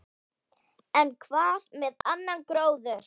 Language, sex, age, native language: Icelandic, female, 10, Icelandic